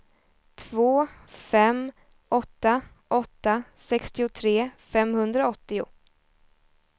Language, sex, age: Swedish, female, 20